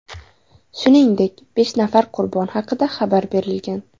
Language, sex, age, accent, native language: Uzbek, female, 18-24, Samarqand, Uzbek